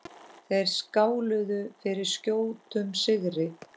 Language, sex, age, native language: Icelandic, female, 10, Icelandic